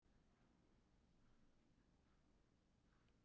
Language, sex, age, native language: Icelandic, female, 18-19, Icelandic